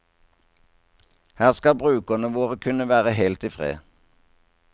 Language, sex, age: Norwegian, male, 57